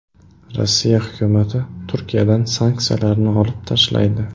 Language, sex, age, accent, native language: Uzbek, male, 18-24, Xorazm, Uzbek